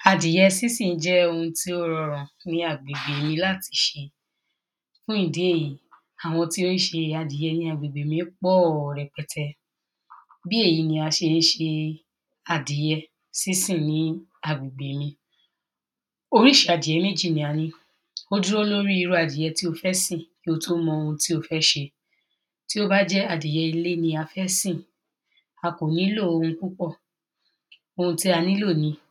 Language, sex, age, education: Yoruba, female, 15-29, secondary